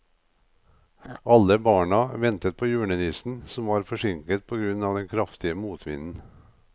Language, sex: Norwegian, male